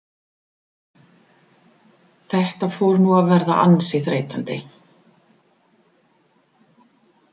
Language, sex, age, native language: Icelandic, female, 50-59, German